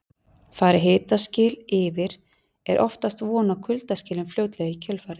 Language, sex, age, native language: Icelandic, female, 40-49, Icelandic